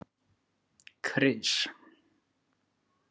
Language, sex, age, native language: Icelandic, male, 40-49, Icelandic